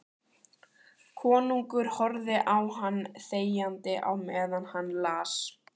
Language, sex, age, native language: Icelandic, female, 14, Icelandic